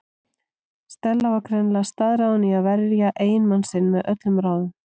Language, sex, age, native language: Icelandic, female, 40-49, Icelandic